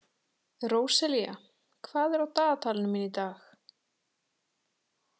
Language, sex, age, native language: Icelandic, female, 30-39, Icelandic